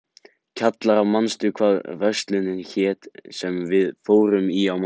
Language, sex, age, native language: Icelandic, male, 18-19, Icelandic